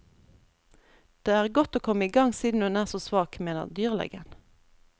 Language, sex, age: Norwegian, female, 32